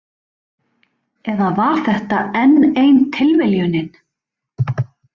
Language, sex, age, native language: Icelandic, female, 40-49, Icelandic